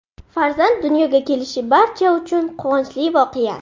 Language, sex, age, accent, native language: Uzbek, female, 12-17, Buxoro, Uzbek